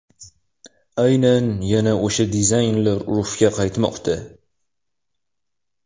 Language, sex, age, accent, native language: Uzbek, male, 18-24, Toshkent shahri, Uzbek